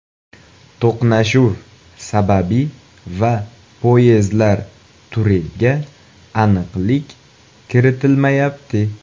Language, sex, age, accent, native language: Uzbek, male, 18-24, Toshkent viloyati, Uzbek